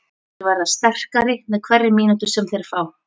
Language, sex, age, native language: Icelandic, female, 40-49, Icelandic